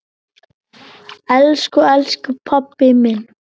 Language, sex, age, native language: Icelandic, male, 9, Icelandic